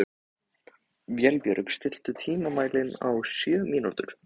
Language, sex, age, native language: Icelandic, male, 14, Icelandic